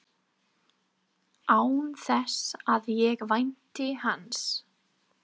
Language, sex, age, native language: Icelandic, female, 30-39, English